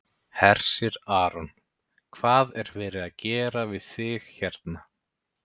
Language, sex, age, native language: Icelandic, male, 30-39, Icelandic